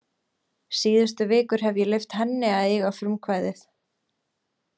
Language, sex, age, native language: Icelandic, female, 20-29, Icelandic